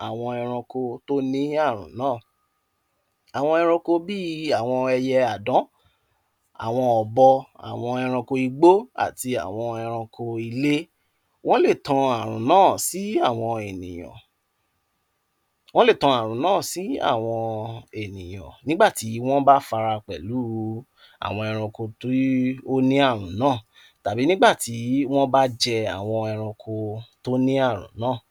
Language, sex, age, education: Yoruba, male, 46-60, tertiary